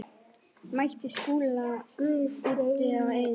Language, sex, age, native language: Icelandic, male, 10, Icelandic